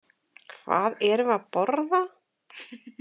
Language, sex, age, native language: Icelandic, female, 40-49, Icelandic